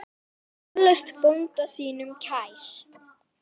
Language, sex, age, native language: Icelandic, female, 10, Icelandic